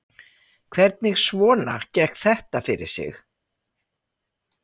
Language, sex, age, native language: Icelandic, female, 60-69, Icelandic